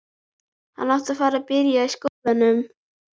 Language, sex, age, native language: Icelandic, female, 11, Icelandic